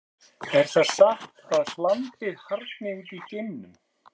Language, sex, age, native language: Icelandic, male, 40-49, Icelandic